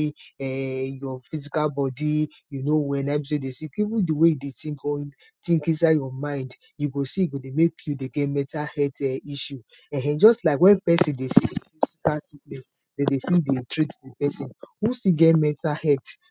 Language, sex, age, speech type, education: Nigerian Pidgin, female, 30-45, spontaneous, tertiary